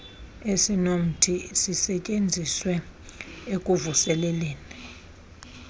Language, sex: Xhosa, female